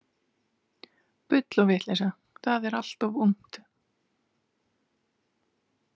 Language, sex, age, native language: Icelandic, female, 30-39, Icelandic